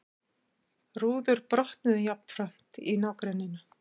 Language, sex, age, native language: Icelandic, female, 60-69, Icelandic